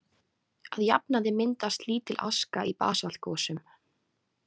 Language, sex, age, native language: Icelandic, female, 20-29, Icelandic